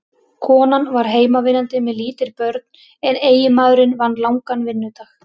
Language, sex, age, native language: Icelandic, female, 30-39, Icelandic